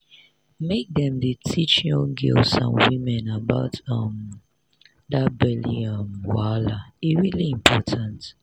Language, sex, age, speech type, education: Nigerian Pidgin, female, 30-45, spontaneous, tertiary